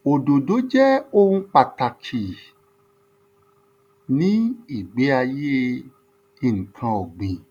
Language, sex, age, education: Yoruba, male, 30-45, tertiary